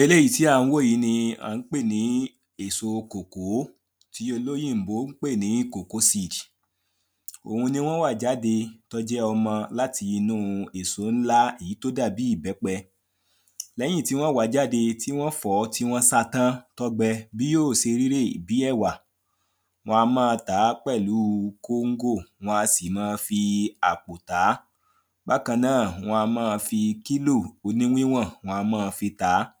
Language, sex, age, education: Yoruba, male, 30-45, primary